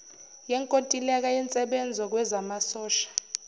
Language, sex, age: Zulu, female, 29